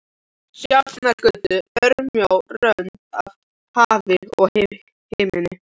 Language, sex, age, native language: Icelandic, other, 13, Icelandic